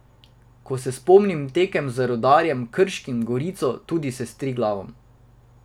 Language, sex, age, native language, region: Slovenian, male, 18-29, Slovenian, Drava region